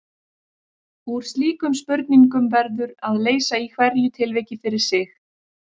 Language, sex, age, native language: Icelandic, female, 30-39, Icelandic